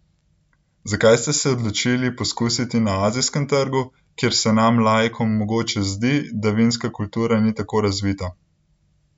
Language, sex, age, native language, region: Slovenian, male, 18-29, Slovenian, Central Slovenia